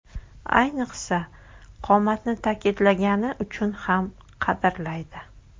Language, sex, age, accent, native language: Uzbek, female, 25-34, Toshkent shahri, Uzbek